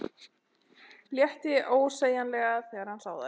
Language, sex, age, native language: Icelandic, male, 12, Icelandic